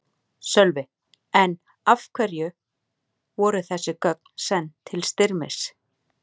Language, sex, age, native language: Icelandic, female, 40-49, Icelandic